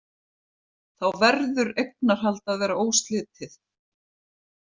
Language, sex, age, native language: Icelandic, female, 50-59, Icelandic